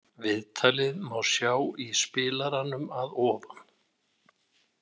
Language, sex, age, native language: Icelandic, male, 60-69, Icelandic